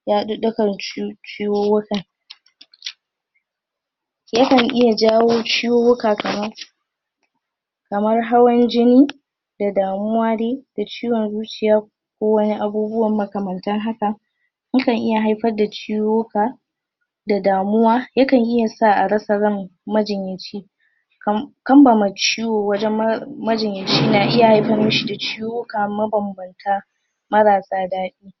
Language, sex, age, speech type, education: Hausa, female, 15-29, spontaneous, tertiary